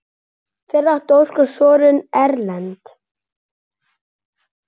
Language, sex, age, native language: Icelandic, male, 9, Icelandic